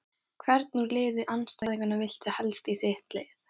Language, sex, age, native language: Icelandic, female, 18-19, Thai